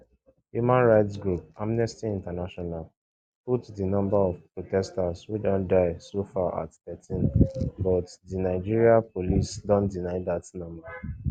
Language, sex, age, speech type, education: Nigerian Pidgin, male, 15-29, spontaneous, secondary